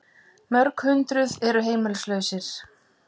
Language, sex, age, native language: Icelandic, female, 50-59, Icelandic